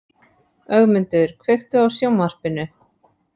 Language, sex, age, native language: Icelandic, female, 30-39, Icelandic